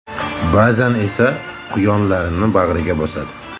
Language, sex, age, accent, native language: Uzbek, male, 18-24, Andijon, Uzbek